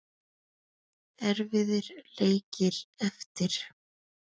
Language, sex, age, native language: Icelandic, female, 30-39, Icelandic